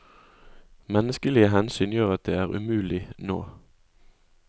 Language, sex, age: Norwegian, male, 20